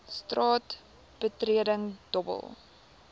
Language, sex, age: Afrikaans, female, 18